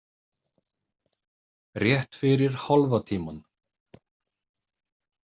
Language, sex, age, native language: Icelandic, male, 30-39, Icelandic